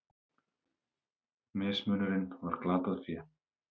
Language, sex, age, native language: Icelandic, male, 30-39, Icelandic